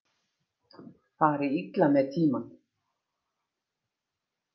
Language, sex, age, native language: Icelandic, female, 50-59, Icelandic